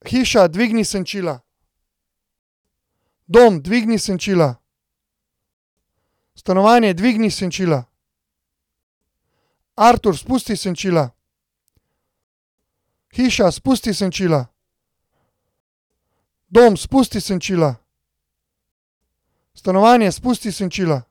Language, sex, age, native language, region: Slovenian, male, 30-49, Slovenian, Central Slovenia